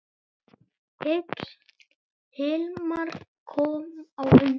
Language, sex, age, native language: Icelandic, male, 8, Icelandic